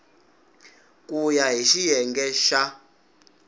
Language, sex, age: Tsonga, male, 19